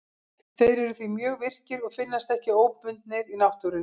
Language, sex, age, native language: Icelandic, female, 50-59, Icelandic